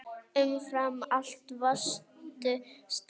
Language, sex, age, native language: Icelandic, female, 9, Icelandic